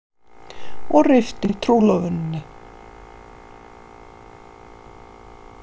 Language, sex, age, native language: Icelandic, female, 50-59, Icelandic